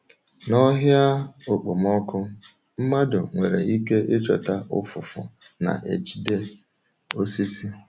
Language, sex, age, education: Igbo, male, 30-45, tertiary